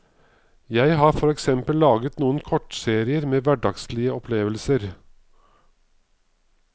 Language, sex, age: Norwegian, male, 55